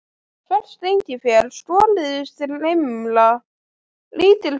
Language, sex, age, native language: Icelandic, female, 12, Icelandic